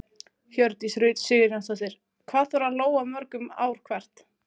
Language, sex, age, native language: Icelandic, female, 20-29, Icelandic